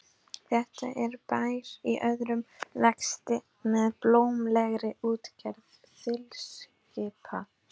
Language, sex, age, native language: Icelandic, female, 12, Icelandic